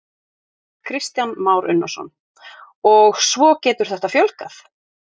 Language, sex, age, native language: Icelandic, female, 30-39, Icelandic